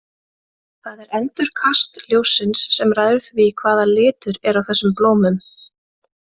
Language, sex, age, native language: Icelandic, female, 20-29, Icelandic